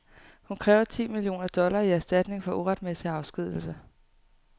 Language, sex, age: Danish, female, 18